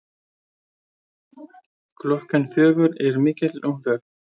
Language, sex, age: Icelandic, male, 20-29